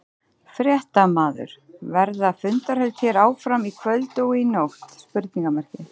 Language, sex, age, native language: Icelandic, female, 30-39, Icelandic